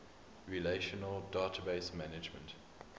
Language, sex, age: English, male, 23